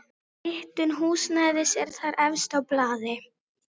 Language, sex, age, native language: Icelandic, female, 12, Icelandic